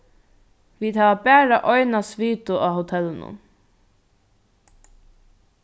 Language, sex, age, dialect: Faroese, female, 15-35, Norðurstreymoy/Eysturoy